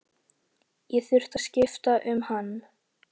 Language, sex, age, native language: Icelandic, male, 13, Icelandic